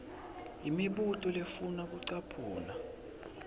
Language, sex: Swati, male